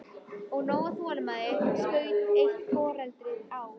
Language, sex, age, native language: Icelandic, female, 13, Icelandic